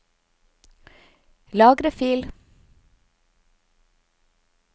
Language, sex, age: Norwegian, female, 50